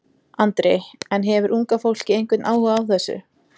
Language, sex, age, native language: Icelandic, female, 20-29, Icelandic